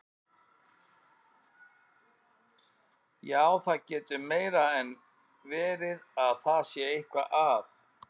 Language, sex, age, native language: Icelandic, male, 50-59, Icelandic